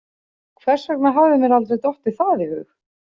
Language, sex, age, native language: Icelandic, female, 40-49, Icelandic